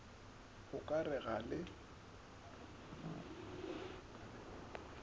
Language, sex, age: Northern Sotho, male, 24